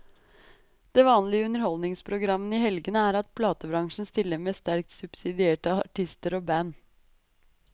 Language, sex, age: Norwegian, female, 23